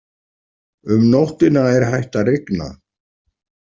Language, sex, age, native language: Icelandic, male, 40-49, Icelandic